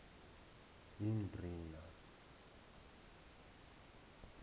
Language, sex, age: South Ndebele, male, 19